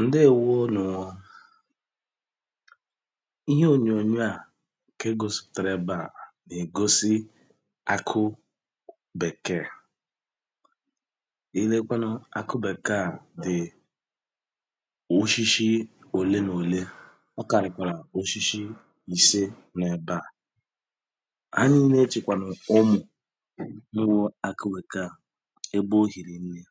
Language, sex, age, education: Igbo, male, 30-45, tertiary